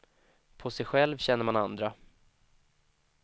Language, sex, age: Swedish, male, 25